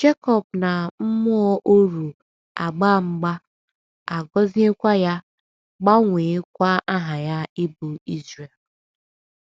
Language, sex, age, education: Igbo, female, 15-29, tertiary